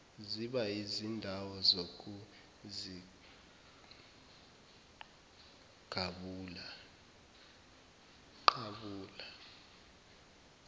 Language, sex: Zulu, male